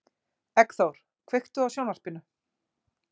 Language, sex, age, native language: Icelandic, female, 40-49, Icelandic